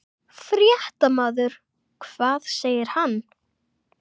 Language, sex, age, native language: Icelandic, other, 11, Icelandic